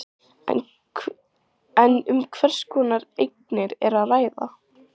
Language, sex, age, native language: Icelandic, female, 14, Icelandic